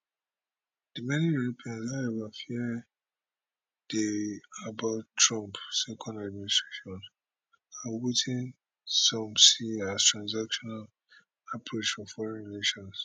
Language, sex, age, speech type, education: Nigerian Pidgin, male, 30-45, spontaneous, tertiary